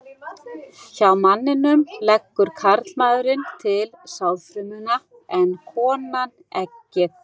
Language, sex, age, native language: Icelandic, female, 60-69, Icelandic